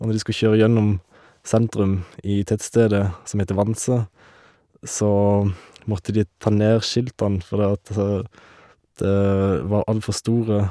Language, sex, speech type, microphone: Norwegian, male, spontaneous, Shure